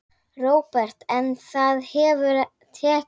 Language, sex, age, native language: Icelandic, female, 9, Icelandic